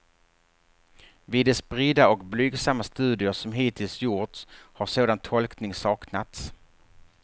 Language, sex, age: Swedish, male, 48